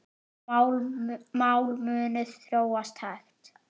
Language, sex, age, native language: Icelandic, male, 8, Icelandic